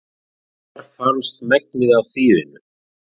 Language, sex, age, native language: Icelandic, male, 40-49, Icelandic